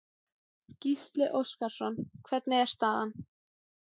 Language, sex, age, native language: Icelandic, female, 17, Icelandic